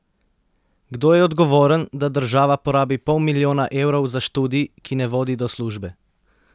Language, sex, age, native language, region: Slovenian, male, 30-49, Slovenian, Central Slovenia